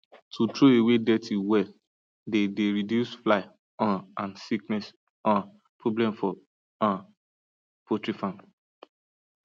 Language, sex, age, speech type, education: Nigerian Pidgin, male, 15-29, spontaneous, tertiary